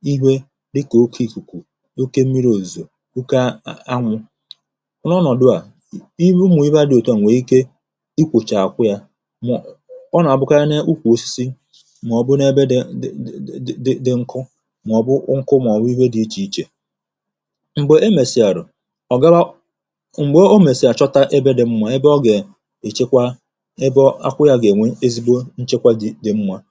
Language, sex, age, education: Igbo, male, 30-45, tertiary